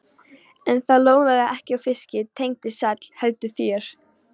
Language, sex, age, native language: Icelandic, female, 13, Polish